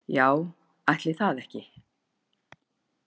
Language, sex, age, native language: Icelandic, female, 50-59, Icelandic